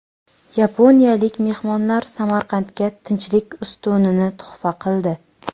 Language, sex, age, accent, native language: Uzbek, female, 18-24, Jizzax, Uzbek